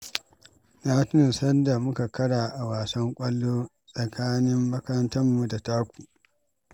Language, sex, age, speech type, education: Hausa, male, 46-60, read, secondary